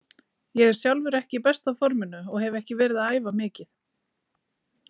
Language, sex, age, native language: Icelandic, female, 40-49, Icelandic